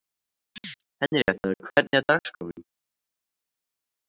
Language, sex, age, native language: Icelandic, male, 13, Icelandic